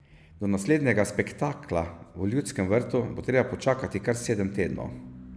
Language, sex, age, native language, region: Slovenian, male, 50-59, Slovenian, Savinja region